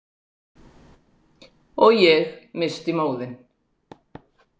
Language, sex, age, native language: Icelandic, female, 60-69, Icelandic